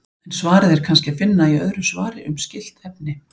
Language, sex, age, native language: Icelandic, female, 40-49, Icelandic